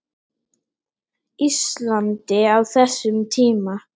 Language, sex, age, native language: Icelandic, male, 8, Icelandic